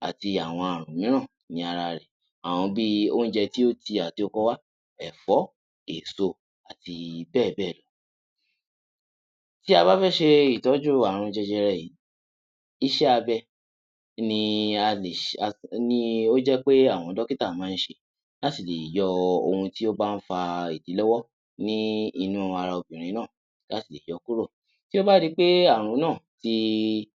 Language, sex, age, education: Yoruba, male, 15-29, tertiary